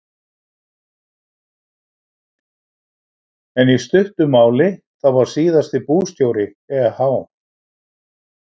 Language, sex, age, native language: Icelandic, male, 60-69, Icelandic